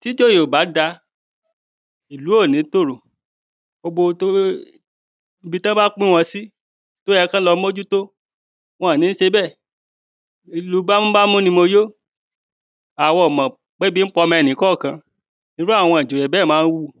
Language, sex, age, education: Yoruba, male, 30-45, primary